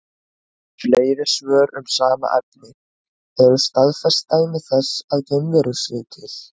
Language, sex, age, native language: Icelandic, female, 20-29, Icelandic